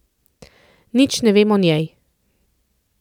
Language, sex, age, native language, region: Slovenian, female, 30-49, Slovenian, Central Slovenia